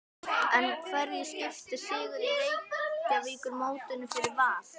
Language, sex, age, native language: Icelandic, female, 11, Icelandic